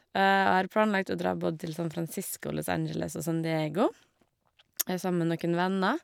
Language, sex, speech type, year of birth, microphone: Norwegian, female, spontaneous, 1982, Shure